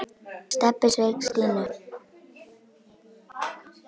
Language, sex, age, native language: Icelandic, female, 10, Icelandic